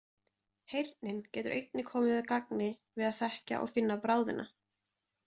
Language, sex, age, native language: Icelandic, female, 20-29, Icelandic